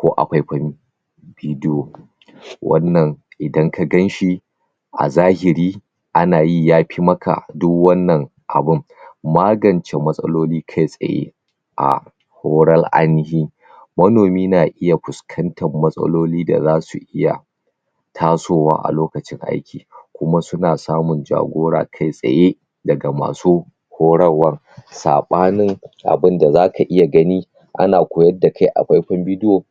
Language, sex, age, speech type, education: Hausa, male, 30-45, spontaneous, tertiary